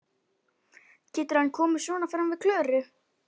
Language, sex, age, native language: Icelandic, female, 11, Icelandic